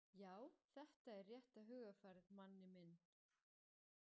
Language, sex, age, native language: Icelandic, male, 40-49, German